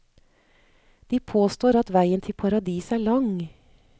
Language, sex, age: Norwegian, female, 39